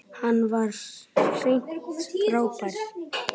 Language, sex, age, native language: Icelandic, male, 9, Icelandic